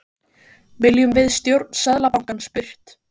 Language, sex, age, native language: Icelandic, female, 15, Icelandic